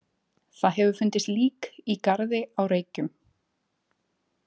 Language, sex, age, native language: Icelandic, female, 20-29, Icelandic